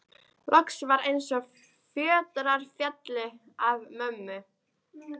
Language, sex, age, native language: Icelandic, female, 13, Icelandic